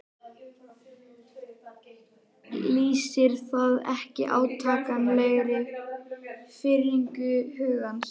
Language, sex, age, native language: Icelandic, male, 11, Icelandic